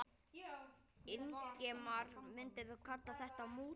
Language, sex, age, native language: Icelandic, male, 9, Icelandic